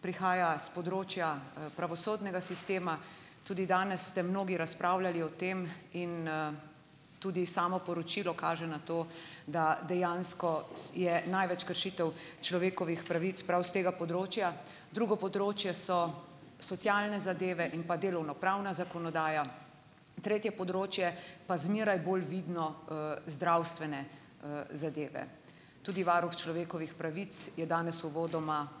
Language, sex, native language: Slovenian, female, Slovenian